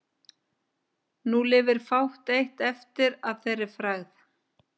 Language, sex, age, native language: Icelandic, female, 50-59, Icelandic